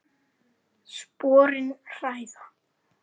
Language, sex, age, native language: Icelandic, female, 10, Icelandic